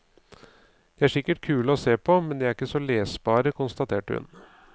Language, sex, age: Norwegian, male, 39